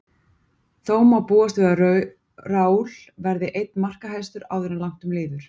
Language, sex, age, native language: Icelandic, female, 40-49, Icelandic